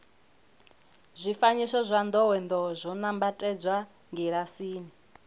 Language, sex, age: Venda, female, 21